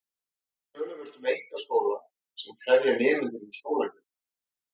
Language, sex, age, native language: Icelandic, male, 40-49, Icelandic